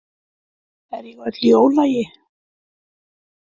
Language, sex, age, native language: Icelandic, female, 50-59, Icelandic